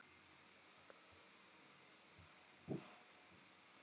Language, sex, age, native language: Icelandic, male, 18-19, Icelandic